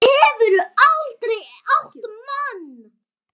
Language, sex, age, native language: Icelandic, female, 9, Icelandic